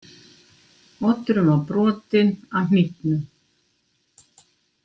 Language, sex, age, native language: Icelandic, female, 60-69, Icelandic